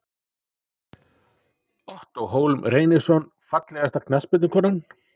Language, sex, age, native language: Icelandic, male, 40-49, Icelandic